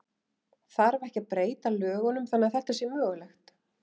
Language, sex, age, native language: Icelandic, female, 30-39, Icelandic